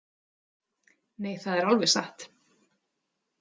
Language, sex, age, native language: Icelandic, female, 30-39, Icelandic